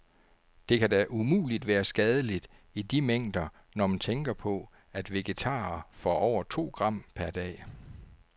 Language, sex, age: Danish, male, 49